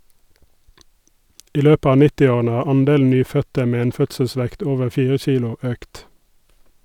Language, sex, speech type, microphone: Norwegian, male, read, Sennheiser